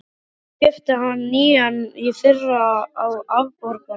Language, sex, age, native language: Icelandic, male, 12, Icelandic